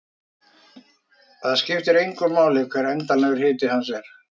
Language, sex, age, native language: Icelandic, male, 50-59, Icelandic